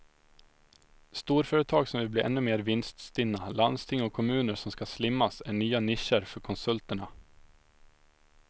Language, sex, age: Swedish, male, 25